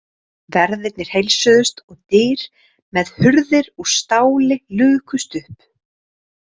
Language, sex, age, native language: Icelandic, female, 30-39, Icelandic